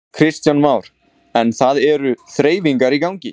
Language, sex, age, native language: Icelandic, male, 20-29, Icelandic